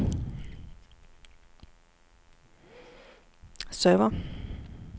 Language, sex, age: Danish, female, 40